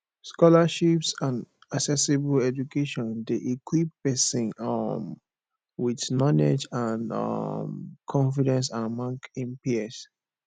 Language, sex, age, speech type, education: Nigerian Pidgin, male, 15-29, spontaneous, tertiary